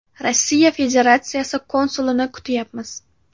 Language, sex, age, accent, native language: Uzbek, female, 12-17, Navoiy, Uzbek